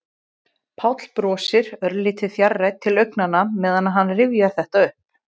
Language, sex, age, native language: Icelandic, female, 20-29, Icelandic